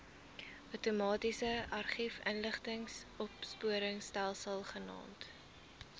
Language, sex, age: Afrikaans, female, 19